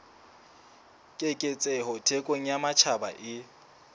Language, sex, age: Southern Sotho, male, 20